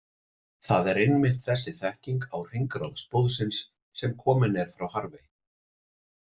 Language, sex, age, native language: Icelandic, male, 40-49, Icelandic